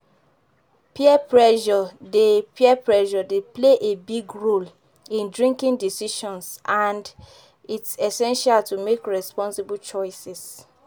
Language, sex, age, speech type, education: Nigerian Pidgin, female, 15-29, spontaneous, tertiary